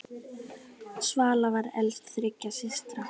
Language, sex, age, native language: Icelandic, female, 10, Icelandic